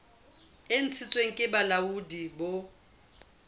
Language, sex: Southern Sotho, female